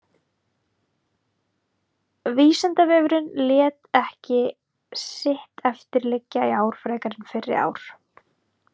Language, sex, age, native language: Icelandic, female, 30-39, Icelandic